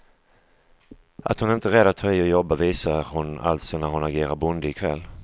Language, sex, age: Swedish, male, 35